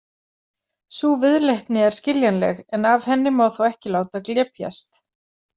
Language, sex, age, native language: Icelandic, female, 40-49, Icelandic